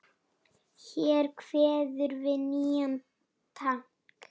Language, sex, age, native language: Icelandic, female, 9, Icelandic